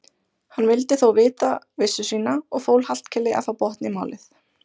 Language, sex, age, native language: Icelandic, female, 20-29, Icelandic